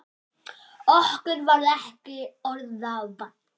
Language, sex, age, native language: Icelandic, male, 10, Icelandic